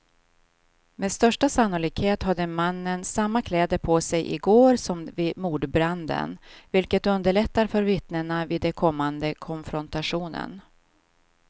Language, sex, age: Swedish, female, 52